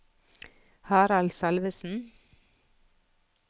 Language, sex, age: Norwegian, female, 46